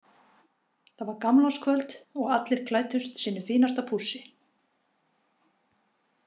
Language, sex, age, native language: Icelandic, female, 50-59, Icelandic